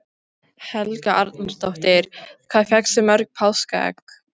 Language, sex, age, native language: Icelandic, female, 13, Icelandic